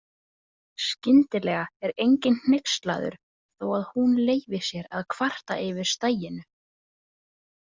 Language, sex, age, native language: Icelandic, female, 20-29, Icelandic